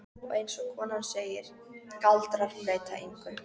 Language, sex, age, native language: Icelandic, female, 13, Icelandic